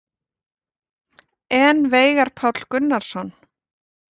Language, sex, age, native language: Icelandic, female, 40-49, Icelandic